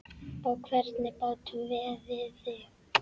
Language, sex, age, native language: Icelandic, female, 10, Icelandic